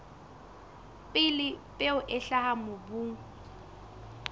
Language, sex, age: Southern Sotho, female, 20